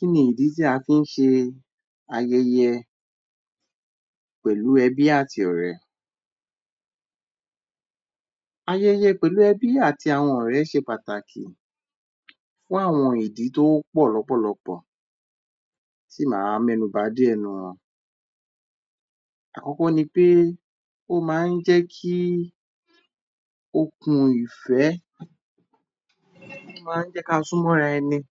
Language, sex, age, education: Yoruba, male, 30-45, tertiary